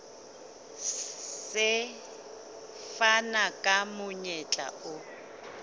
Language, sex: Southern Sotho, female